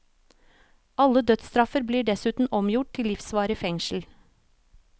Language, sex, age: Norwegian, female, 36